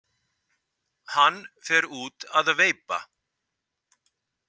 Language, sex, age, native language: Icelandic, male, 50-59, Icelandic